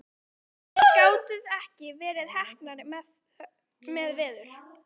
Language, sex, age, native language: Icelandic, female, 13, Icelandic